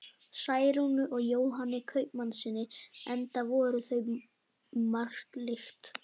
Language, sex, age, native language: Icelandic, female, 11, Icelandic